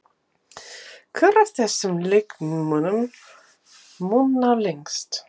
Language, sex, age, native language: Icelandic, female, 50-59, English